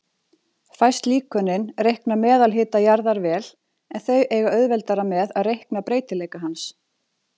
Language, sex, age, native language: Icelandic, female, 40-49, Icelandic